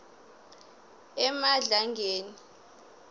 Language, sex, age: South Ndebele, female, 21